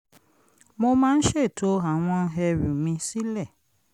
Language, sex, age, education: Yoruba, female, 30-45, tertiary